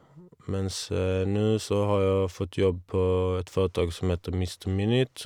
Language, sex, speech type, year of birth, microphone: Norwegian, male, spontaneous, 1981, Shure